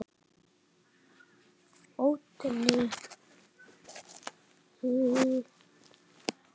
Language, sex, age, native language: Icelandic, male, 7, Icelandic